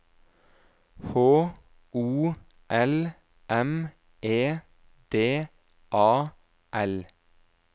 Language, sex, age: Norwegian, male, 26